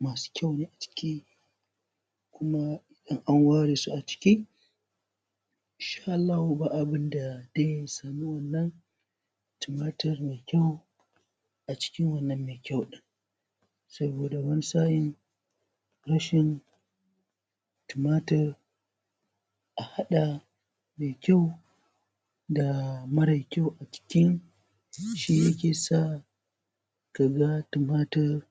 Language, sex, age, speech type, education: Hausa, male, 15-29, spontaneous, primary